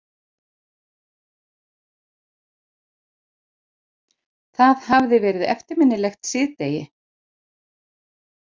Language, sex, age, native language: Icelandic, female, 50-59, Icelandic